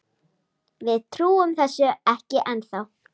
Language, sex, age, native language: Icelandic, female, 7, Icelandic